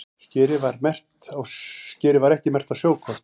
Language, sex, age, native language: Icelandic, male, 40-49, Icelandic